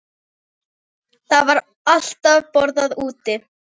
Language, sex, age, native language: Icelandic, female, 10, Icelandic